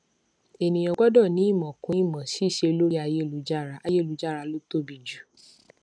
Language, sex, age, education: Yoruba, female, 15-29, tertiary